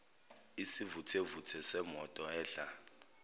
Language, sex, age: Zulu, male, 29